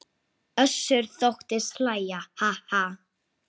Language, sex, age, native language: Icelandic, female, 8, Icelandic